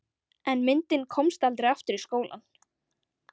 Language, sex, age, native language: Icelandic, female, 13, Icelandic